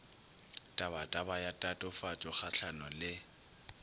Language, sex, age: Northern Sotho, male, 22